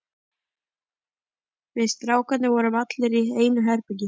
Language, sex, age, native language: Icelandic, female, 11, Icelandic